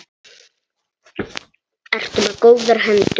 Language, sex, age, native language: Icelandic, male, 9, Icelandic